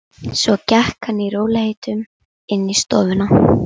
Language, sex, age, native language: Icelandic, female, 11, Icelandic